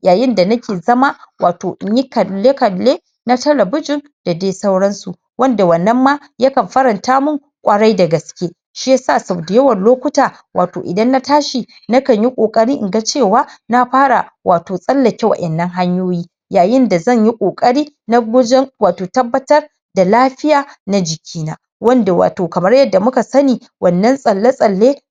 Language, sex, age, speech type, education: Hausa, female, 46-60, spontaneous, tertiary